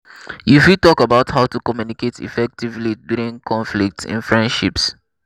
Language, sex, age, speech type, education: Nigerian Pidgin, male, 15-29, spontaneous, tertiary